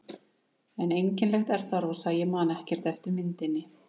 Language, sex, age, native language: Icelandic, female, 30-39, Icelandic